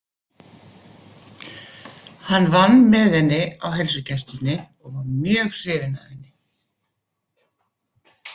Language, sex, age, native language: Icelandic, female, 50-59, Icelandic